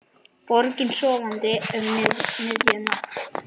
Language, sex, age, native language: Icelandic, male, 9, Icelandic